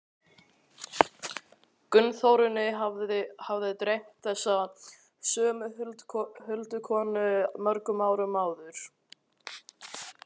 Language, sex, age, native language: Icelandic, male, 13, Icelandic